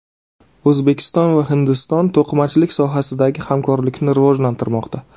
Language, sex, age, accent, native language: Uzbek, male, 30-39, Navoiy, Uzbek